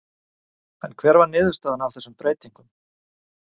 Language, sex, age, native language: Icelandic, male, 40-49, Icelandic